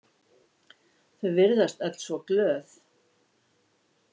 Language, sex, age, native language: Icelandic, female, 60-69, Icelandic